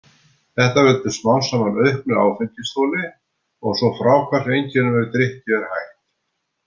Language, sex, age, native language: Icelandic, male, 70-79, Icelandic